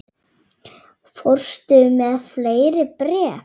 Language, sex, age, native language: Icelandic, female, 8, Icelandic